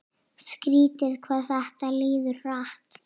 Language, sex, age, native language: Icelandic, female, 8, Icelandic